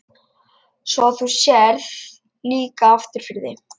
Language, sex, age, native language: Icelandic, male, 11, Lithuanian